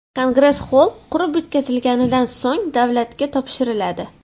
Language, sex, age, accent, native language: Uzbek, female, 12-17, Toshkent shahri, Uzbek